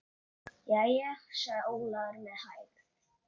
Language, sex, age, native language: Icelandic, male, 8, Icelandic